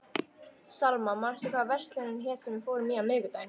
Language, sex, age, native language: Icelandic, female, 13, Icelandic